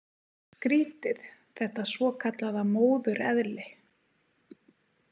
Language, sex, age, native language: Icelandic, female, 30-39, Icelandic